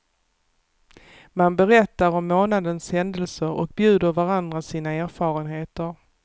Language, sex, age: Swedish, female, 48